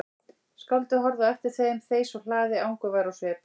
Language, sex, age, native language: Icelandic, female, 40-49, Icelandic